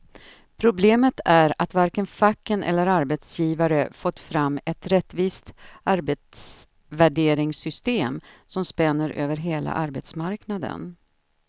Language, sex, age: Swedish, female, 53